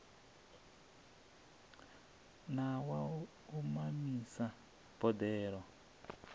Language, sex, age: Venda, male, 27